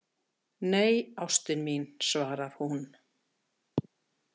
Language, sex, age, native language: Icelandic, female, 60-69, Icelandic